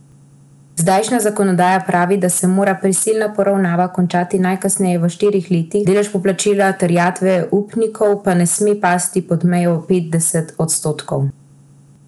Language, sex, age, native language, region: Slovenian, female, 18-29, Slovenian, Central Slovenia